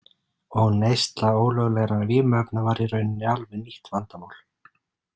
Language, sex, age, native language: Icelandic, male, 30-39, Icelandic